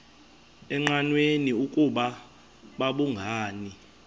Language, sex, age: Xhosa, male, 22